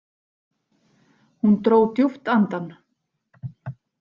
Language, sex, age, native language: Icelandic, female, 40-49, Icelandic